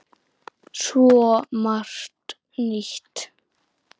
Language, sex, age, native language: Icelandic, male, 9, Icelandic